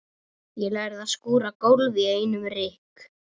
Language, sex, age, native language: Icelandic, female, 30-39, Russian